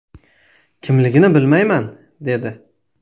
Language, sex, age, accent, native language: Uzbek, male, 19-29, Toshkent viloyati, Uzbek